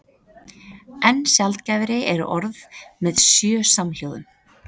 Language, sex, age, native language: Icelandic, female, 30-39, Icelandic